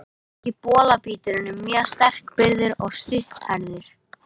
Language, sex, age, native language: Icelandic, male, 18-19, Icelandic